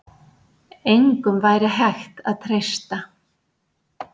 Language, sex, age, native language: Icelandic, female, 60-69, Icelandic